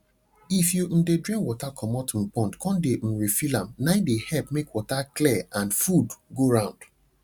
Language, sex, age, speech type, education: Nigerian Pidgin, male, 30-45, spontaneous, tertiary